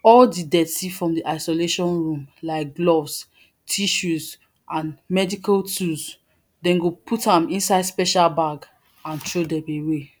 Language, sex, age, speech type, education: Nigerian Pidgin, female, 30-45, spontaneous, tertiary